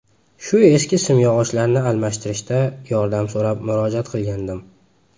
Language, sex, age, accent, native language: Uzbek, male, 19-29, Farg'ona, Uzbek